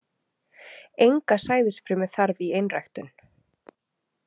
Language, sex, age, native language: Icelandic, female, 30-39, Icelandic